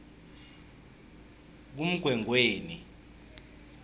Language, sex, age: South Ndebele, male, 23